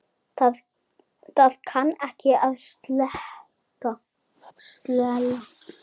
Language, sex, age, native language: Icelandic, female, 10, Icelandic